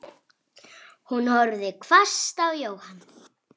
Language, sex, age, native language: Icelandic, female, 8, Icelandic